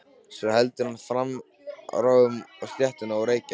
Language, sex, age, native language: Icelandic, male, 13, Icelandic